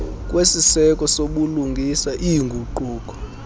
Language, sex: Xhosa, male